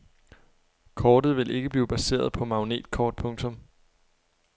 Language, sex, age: Danish, male, 23